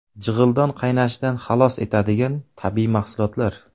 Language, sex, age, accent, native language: Uzbek, male, 25-34, Samarqand, Uzbek